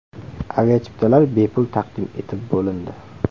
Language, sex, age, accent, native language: Uzbek, male, 18-24, Namangan, Uzbek